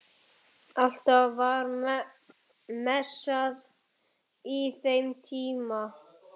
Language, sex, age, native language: Icelandic, male, 11, Icelandic